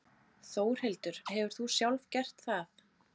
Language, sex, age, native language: Icelandic, female, 30-39, Icelandic